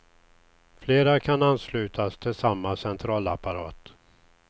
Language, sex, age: Swedish, male, 61